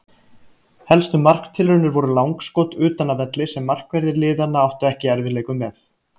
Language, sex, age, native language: Icelandic, male, 30-39, Icelandic